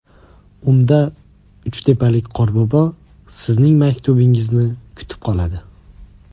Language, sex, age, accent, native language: Uzbek, male, 18-24, Andijon, Uzbek